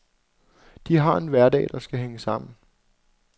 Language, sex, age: Danish, male, 26